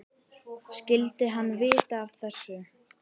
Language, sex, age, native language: Icelandic, male, 10, Icelandic